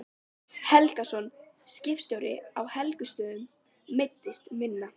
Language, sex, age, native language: Icelandic, female, 12, Icelandic